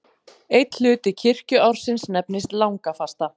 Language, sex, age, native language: Icelandic, female, 40-49, Icelandic